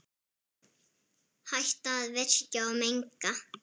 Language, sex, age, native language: Icelandic, female, 7, Icelandic